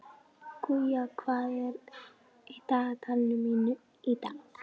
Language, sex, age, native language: Icelandic, female, 11, Icelandic